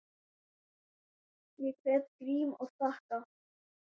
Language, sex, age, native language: Icelandic, female, 9, Icelandic